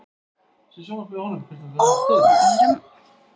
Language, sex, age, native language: Icelandic, male, 10, Icelandic